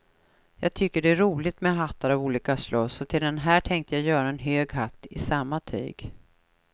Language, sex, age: Swedish, female, 43